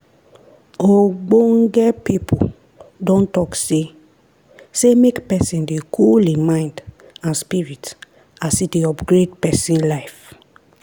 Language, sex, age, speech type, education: Nigerian Pidgin, female, 30-45, spontaneous, tertiary